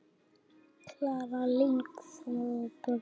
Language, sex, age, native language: Icelandic, male, 7, Icelandic